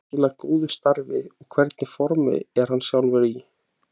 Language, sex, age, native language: Icelandic, male, 20-29, Icelandic